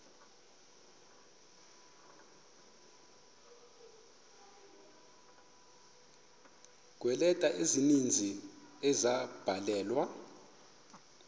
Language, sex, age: Xhosa, male, 24